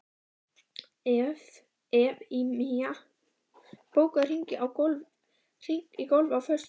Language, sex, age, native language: Icelandic, female, 12, Icelandic